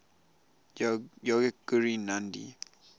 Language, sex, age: English, male, 20